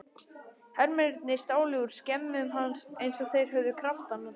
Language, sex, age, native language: Icelandic, male, 18-19, Icelandic